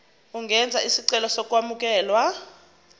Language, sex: Zulu, female